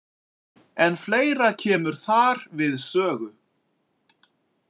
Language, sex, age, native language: Icelandic, male, 40-49, Icelandic